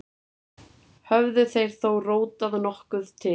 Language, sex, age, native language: Icelandic, female, 30-39, Icelandic